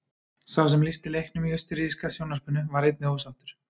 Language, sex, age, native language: Icelandic, male, 30-39, Icelandic